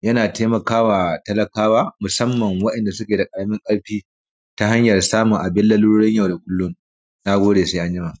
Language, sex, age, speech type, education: Hausa, male, 30-45, spontaneous, primary